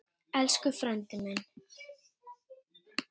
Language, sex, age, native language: Icelandic, female, 8, Icelandic